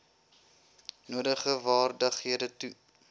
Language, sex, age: Afrikaans, male, 21